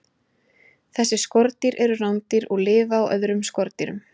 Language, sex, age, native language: Icelandic, female, 20-29, Icelandic